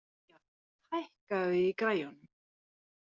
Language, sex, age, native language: Icelandic, female, 40-49, Icelandic